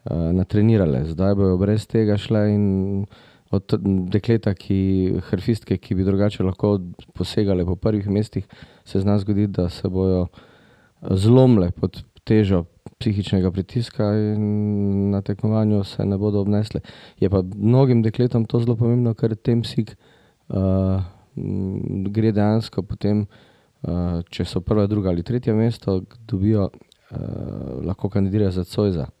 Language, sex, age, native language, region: Slovenian, male, 50-59, Slovenian, Drava region